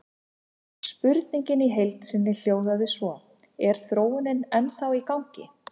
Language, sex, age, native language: Icelandic, female, 50-59, Icelandic